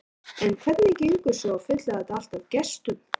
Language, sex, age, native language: Icelandic, male, 13, Icelandic